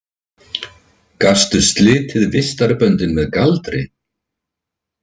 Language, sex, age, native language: Icelandic, male, 50-59, Icelandic